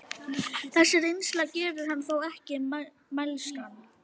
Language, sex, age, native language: Icelandic, female, 11, Icelandic